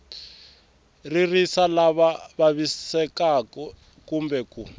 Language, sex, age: Tsonga, male, 24